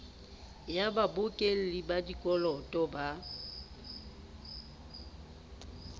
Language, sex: Southern Sotho, female